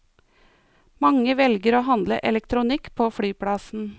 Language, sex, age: Norwegian, female, 49